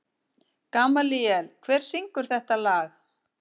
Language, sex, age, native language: Icelandic, female, 50-59, Icelandic